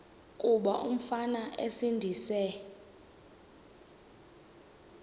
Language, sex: Xhosa, female